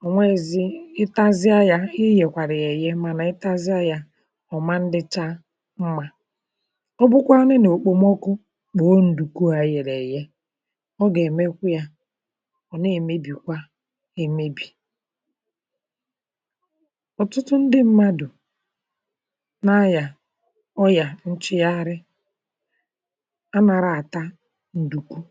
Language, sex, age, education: Igbo, male, 30-45, tertiary